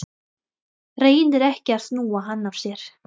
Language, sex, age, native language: Icelandic, female, 20-29, Thai